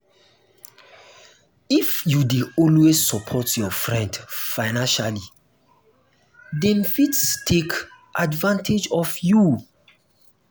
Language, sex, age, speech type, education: Nigerian Pidgin, male, 15-29, spontaneous, tertiary